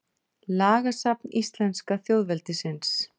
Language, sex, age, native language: Icelandic, female, 40-49, Icelandic